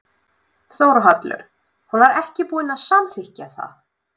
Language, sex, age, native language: Icelandic, female, 20-29, Russian